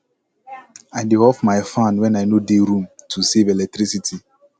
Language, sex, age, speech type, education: Nigerian Pidgin, male, 15-29, spontaneous, tertiary